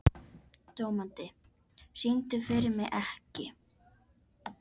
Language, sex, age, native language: Icelandic, female, 11, Icelandic